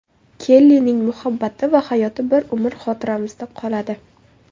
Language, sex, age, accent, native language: Uzbek, female, 18-24, Toshkent shahri, Uzbek